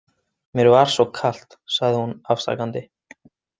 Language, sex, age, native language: Icelandic, male, 20-29, Icelandic